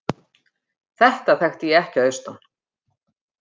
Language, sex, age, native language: Icelandic, female, 50-59, Icelandic